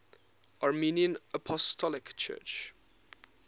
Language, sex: English, male